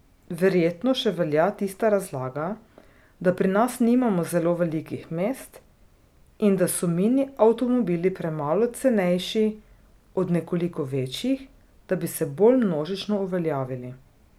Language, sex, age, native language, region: Slovenian, female, 30-49, Slovenian, Drava region